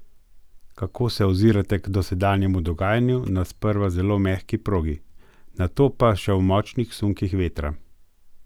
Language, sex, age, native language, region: Slovenian, male, 50-59, Slovenian, Gorenjska region